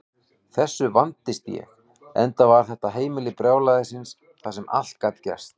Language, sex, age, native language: Icelandic, male, 18-19, Icelandic